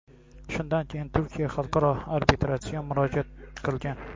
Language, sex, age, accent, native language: Uzbek, male, 18-24, Xorazm, Uzbek